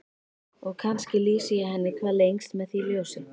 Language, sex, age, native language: Icelandic, female, 13, Icelandic